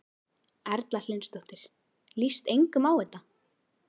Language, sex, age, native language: Icelandic, female, 12, Icelandic